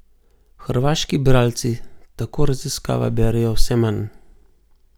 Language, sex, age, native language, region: Slovenian, male, 50-59, Slovenian, Gorenjska region